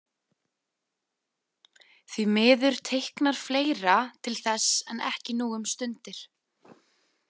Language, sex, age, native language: Icelandic, female, 20-29, Icelandic